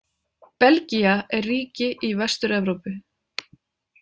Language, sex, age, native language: Icelandic, female, 30-39, Icelandic